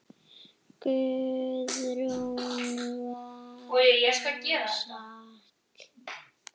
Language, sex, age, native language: Icelandic, female, 8, Icelandic